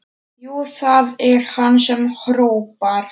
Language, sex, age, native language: Icelandic, male, 40-49, Polish